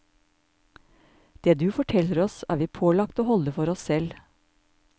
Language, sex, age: Norwegian, male, 54